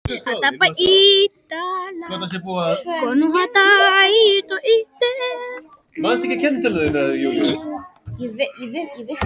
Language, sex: Icelandic, other